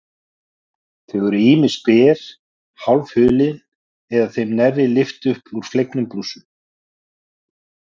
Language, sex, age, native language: Icelandic, male, 40-49, Icelandic